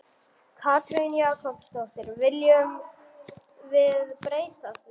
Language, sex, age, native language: Icelandic, male, 40-49, German